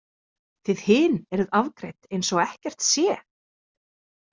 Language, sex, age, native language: Icelandic, female, 30-39, Icelandic